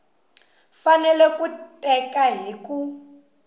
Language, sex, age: Tsonga, female, 19